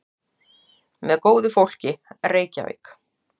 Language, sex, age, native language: Icelandic, female, 40-49, Icelandic